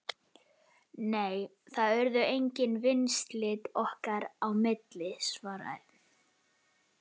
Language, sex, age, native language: Icelandic, male, 11, Icelandic